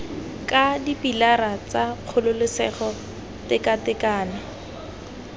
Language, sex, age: Tswana, female, 18